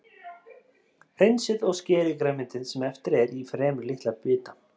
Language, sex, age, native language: Icelandic, male, 30-39, Icelandic